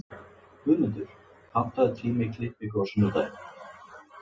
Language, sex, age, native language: Icelandic, male, 30-39, Icelandic